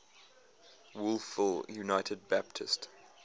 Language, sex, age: English, male, 22